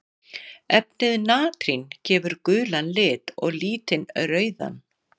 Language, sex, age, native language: Icelandic, female, 60-69, Icelandic